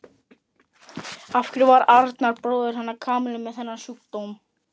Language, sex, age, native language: Icelandic, male, 11, Icelandic